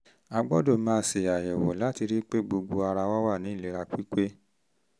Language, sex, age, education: Yoruba, male, 30-45, tertiary